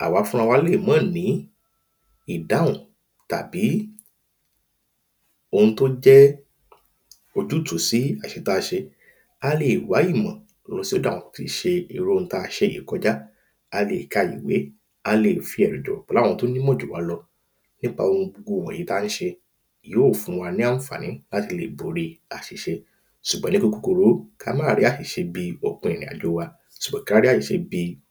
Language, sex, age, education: Yoruba, male, 30-45, primary